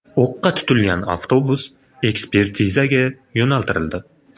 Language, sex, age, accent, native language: Uzbek, male, 25-34, Farg'ona, Uzbek